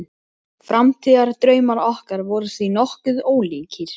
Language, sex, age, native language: Icelandic, male, 12, Icelandic